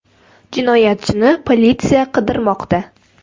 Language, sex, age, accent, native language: Uzbek, female, 18-24, Surxondaryo, Uzbek